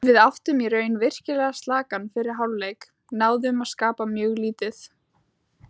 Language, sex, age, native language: Icelandic, female, 17, Icelandic